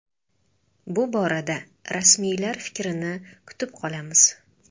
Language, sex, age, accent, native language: Uzbek, female, 25-34, Toshkent shahri, Uzbek